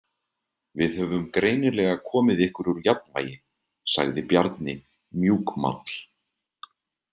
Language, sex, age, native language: Icelandic, male, 30-39, Icelandic